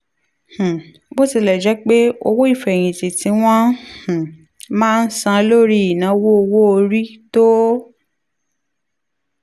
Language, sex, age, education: Yoruba, female, 15-29, tertiary